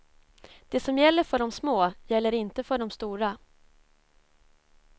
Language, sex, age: Swedish, female, 24